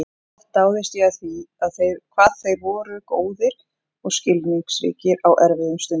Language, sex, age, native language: Icelandic, female, 40-49, Icelandic